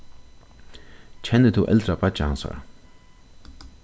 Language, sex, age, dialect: Faroese, male, 36-60, Suðurstreymoy